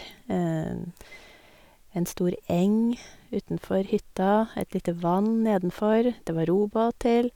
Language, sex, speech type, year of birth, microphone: Norwegian, female, spontaneous, 1972, Sennheiser